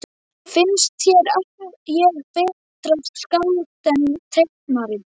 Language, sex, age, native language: Icelandic, male, 12, Icelandic